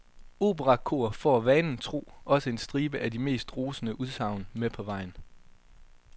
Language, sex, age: Danish, male, 22